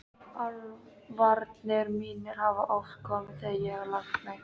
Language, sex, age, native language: Icelandic, female, 13, Icelandic